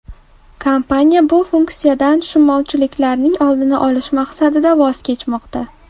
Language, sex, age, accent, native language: Uzbek, female, 18-24, Farg'ona, Uzbek